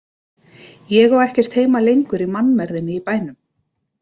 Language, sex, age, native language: Icelandic, female, 30-39, Icelandic